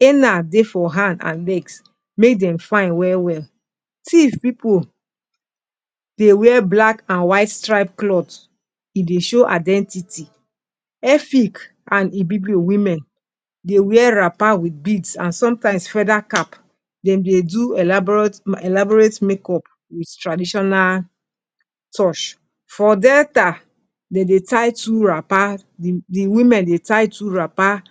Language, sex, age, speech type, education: Nigerian Pidgin, female, 46-60, spontaneous, tertiary